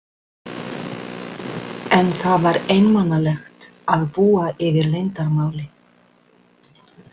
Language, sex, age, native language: Icelandic, female, 60-69, Icelandic